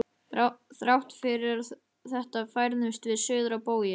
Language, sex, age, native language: Icelandic, male, 12, Icelandic